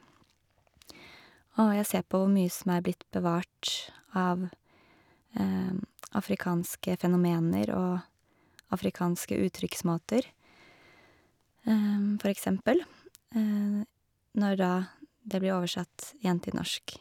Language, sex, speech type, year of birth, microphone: Norwegian, female, spontaneous, 1982, Shure